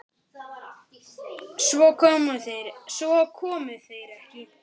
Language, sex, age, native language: Icelandic, male, 9, Icelandic